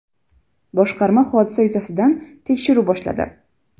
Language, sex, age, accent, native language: Uzbek, female, 12-17, Jizzax, Uzbek